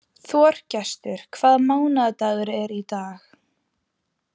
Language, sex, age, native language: Icelandic, female, 15, Icelandic